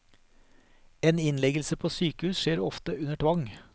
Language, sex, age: Norwegian, male, 43